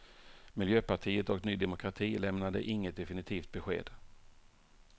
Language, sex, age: Swedish, male, 48